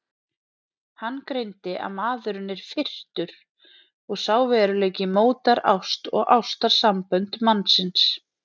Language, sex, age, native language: Icelandic, female, 30-39, Icelandic